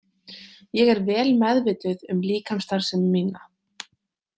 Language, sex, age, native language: Icelandic, female, 18-19, Icelandic